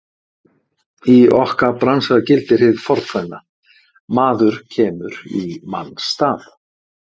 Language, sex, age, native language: Icelandic, male, 50-59, Icelandic